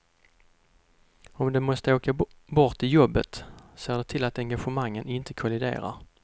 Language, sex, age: Swedish, male, 32